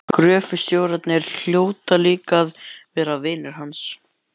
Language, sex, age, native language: Icelandic, male, 11, Icelandic